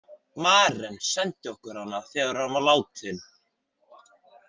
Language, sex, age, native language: Icelandic, male, 40-49, Icelandic